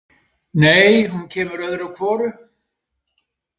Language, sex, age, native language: Icelandic, male, 70-79, Icelandic